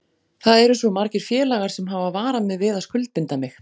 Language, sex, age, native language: Icelandic, female, 40-49, Icelandic